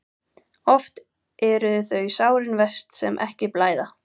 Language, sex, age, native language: Icelandic, female, 18-19, Icelandic